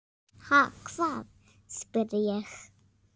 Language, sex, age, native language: Icelandic, female, 6, Icelandic